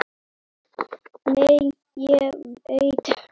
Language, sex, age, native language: Icelandic, male, 8, Icelandic